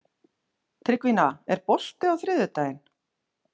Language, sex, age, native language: Icelandic, female, 40-49, Icelandic